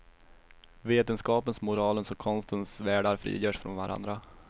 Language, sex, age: Swedish, male, 21